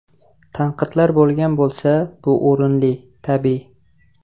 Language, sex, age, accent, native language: Uzbek, male, 18-24, Jizzax, Uzbek